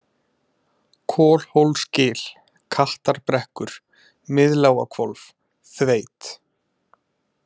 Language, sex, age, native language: Icelandic, male, 20-29, Icelandic